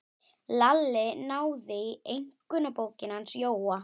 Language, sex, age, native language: Icelandic, female, 12, Icelandic